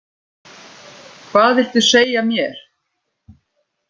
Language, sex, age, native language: Icelandic, female, 50-59, Icelandic